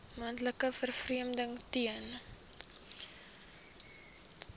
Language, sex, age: Afrikaans, female, 23